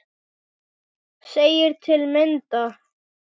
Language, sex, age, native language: Icelandic, male, 7, Icelandic